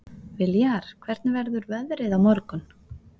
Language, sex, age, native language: Icelandic, female, 40-49, Icelandic